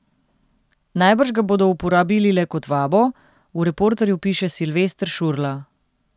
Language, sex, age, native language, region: Slovenian, female, 30-49, Slovenian, Central Slovenia